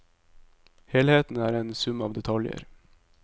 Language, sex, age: Norwegian, male, 22